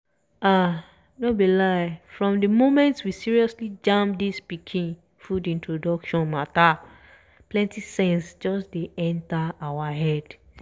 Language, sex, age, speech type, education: Nigerian Pidgin, female, 15-29, spontaneous, tertiary